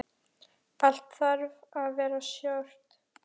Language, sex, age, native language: Icelandic, female, 10, Icelandic